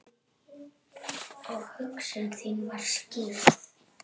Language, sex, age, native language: Icelandic, female, 7, Icelandic